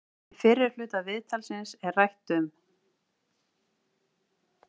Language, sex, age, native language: Icelandic, female, 40-49, Icelandic